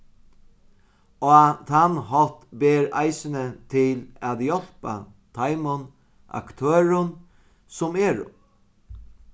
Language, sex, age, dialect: Faroese, male, 36-60, Sandoy